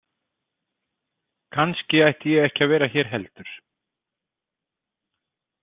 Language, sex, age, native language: Icelandic, male, 30-39, Icelandic